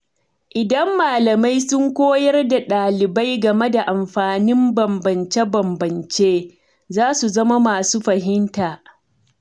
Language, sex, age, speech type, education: Hausa, female, 30-45, read, tertiary